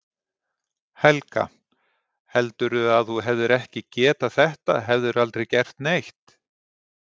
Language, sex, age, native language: Icelandic, male, 40-49, Icelandic